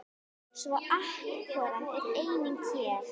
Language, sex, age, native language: Icelandic, female, 10, Icelandic